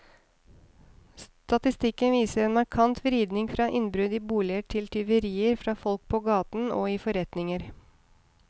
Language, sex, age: Norwegian, female, 30